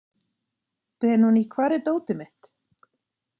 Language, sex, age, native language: Icelandic, female, 40-49, Icelandic